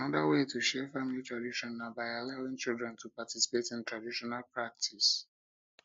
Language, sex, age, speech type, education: Nigerian Pidgin, male, 15-29, spontaneous, tertiary